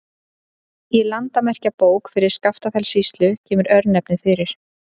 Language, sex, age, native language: Icelandic, female, 30-39, Icelandic